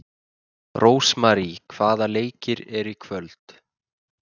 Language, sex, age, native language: Icelandic, male, 20-29, Icelandic